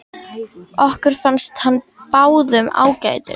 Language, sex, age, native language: Icelandic, female, 10, Icelandic